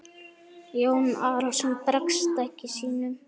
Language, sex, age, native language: Icelandic, male, 9, Icelandic